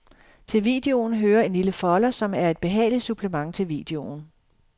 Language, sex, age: Danish, female, 51